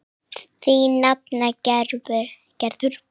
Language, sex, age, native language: Icelandic, female, 9, Icelandic